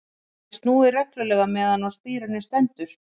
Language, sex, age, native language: Icelandic, female, 40-49, Icelandic